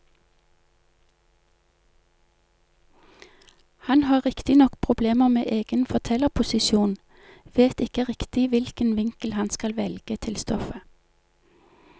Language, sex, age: Norwegian, female, 48